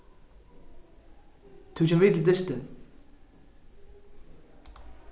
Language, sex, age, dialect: Faroese, male, 15-35, Norðurstreymoy/Eysturoy